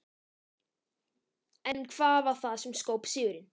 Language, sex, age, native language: Icelandic, male, 13, Icelandic